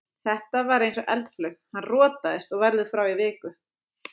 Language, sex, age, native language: Icelandic, female, 30-39, Icelandic